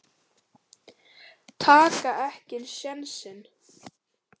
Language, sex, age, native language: Icelandic, female, 18-19, Icelandic